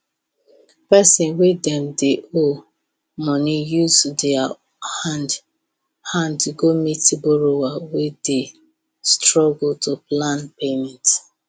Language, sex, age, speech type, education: Nigerian Pidgin, female, 30-45, spontaneous, tertiary